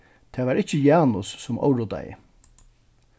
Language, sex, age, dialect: Faroese, male, 36-60, Suðurstreymoy